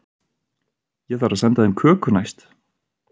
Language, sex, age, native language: Icelandic, male, 30-39, Icelandic